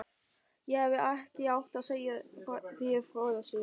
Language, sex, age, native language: Icelandic, male, 13, German